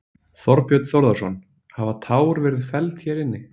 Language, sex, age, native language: Icelandic, male, 20-29, Icelandic